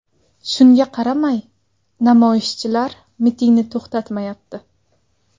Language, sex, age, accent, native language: Uzbek, female, 19-29, Sirdaryo, Uzbek